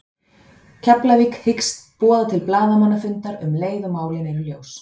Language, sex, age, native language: Icelandic, female, 30-39, Icelandic